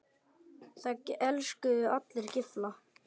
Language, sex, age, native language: Icelandic, male, 9, Icelandic